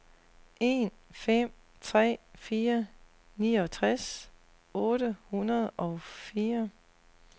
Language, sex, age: Danish, female, 40